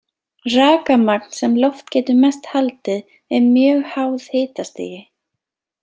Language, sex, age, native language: Icelandic, female, 20-29, Icelandic